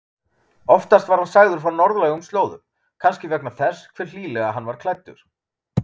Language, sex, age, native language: Icelandic, male, 30-39, Icelandic